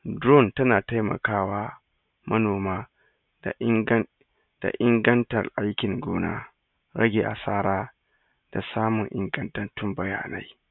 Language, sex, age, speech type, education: Hausa, male, 30-45, spontaneous, tertiary